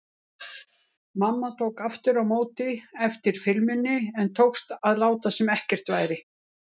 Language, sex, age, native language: Icelandic, female, 60-69, Icelandic